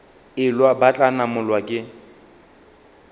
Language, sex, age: Northern Sotho, male, 22